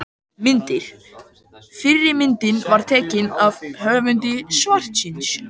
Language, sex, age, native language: Icelandic, male, 18-19, Icelandic